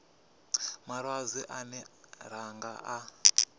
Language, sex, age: Venda, male, 25